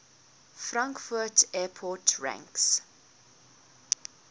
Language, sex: English, female